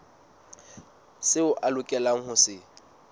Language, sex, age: Southern Sotho, male, 19